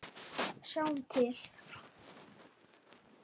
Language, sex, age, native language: Icelandic, male, 9, Icelandic